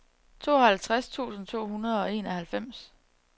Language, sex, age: Danish, female, 34